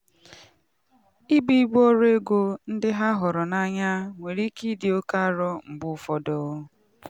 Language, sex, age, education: Igbo, female, 15-29, tertiary